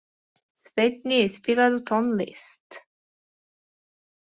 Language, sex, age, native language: Icelandic, female, 20-29, Icelandic